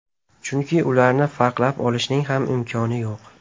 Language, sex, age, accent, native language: Uzbek, male, 18-24, Namangan, Uzbek